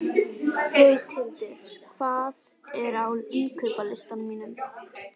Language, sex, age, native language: Icelandic, female, 18-19, Icelandic